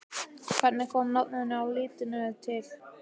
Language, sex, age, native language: Icelandic, male, 15, Icelandic